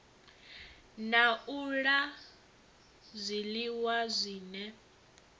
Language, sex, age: Venda, female, 22